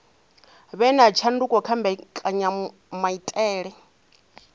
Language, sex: Venda, female